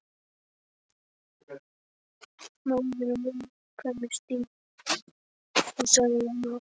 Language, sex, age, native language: Icelandic, male, 12, Icelandic